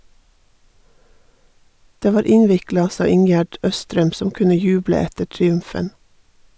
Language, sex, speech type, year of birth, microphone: Norwegian, female, read, 1958, Sennheiser